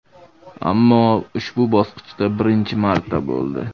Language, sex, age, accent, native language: Uzbek, male, 25-34, Farg'ona, Uzbek